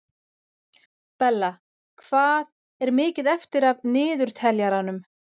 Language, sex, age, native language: Icelandic, female, 40-49, Icelandic